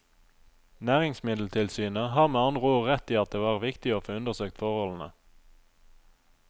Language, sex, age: Norwegian, male, 27